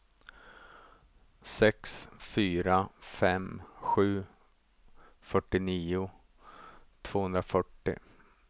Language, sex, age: Swedish, male, 35